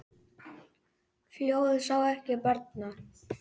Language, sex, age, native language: Icelandic, male, 10, Icelandic